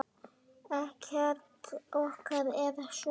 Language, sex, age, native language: Icelandic, male, 9, Icelandic